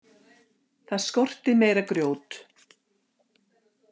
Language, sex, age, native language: Icelandic, female, 60-69, Icelandic